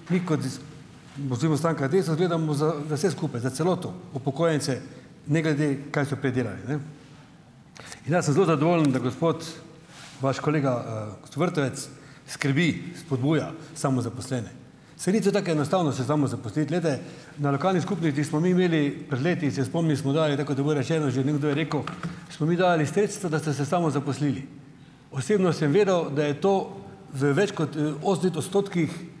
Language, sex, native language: Slovenian, male, Slovenian